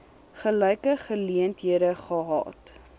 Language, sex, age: Afrikaans, female, 21